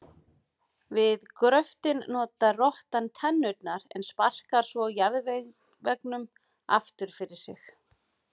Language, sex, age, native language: Icelandic, female, 40-49, Icelandic